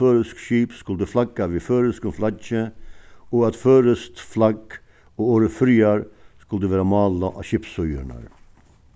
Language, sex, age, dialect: Faroese, male, 61+, Suðuroy